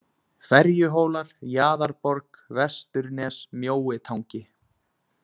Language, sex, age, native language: Icelandic, male, 20-29, Icelandic